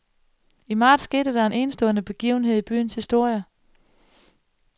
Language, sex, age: Danish, female, 35